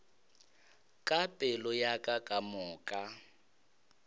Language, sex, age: Northern Sotho, male, 22